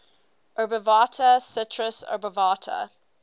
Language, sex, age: English, female, 18